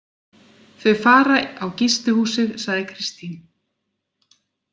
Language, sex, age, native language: Icelandic, female, 40-49, Icelandic